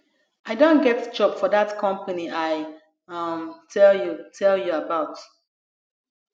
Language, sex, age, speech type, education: Nigerian Pidgin, female, 30-45, spontaneous, tertiary